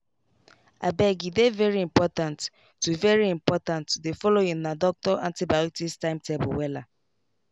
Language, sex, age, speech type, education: Nigerian Pidgin, female, 15-29, spontaneous, tertiary